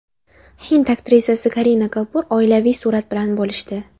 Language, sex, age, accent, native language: Uzbek, female, under 19, Jizzax, Uzbek